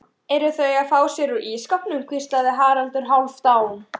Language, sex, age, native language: Icelandic, female, 12, Icelandic